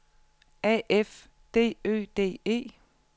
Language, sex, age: Danish, female, 34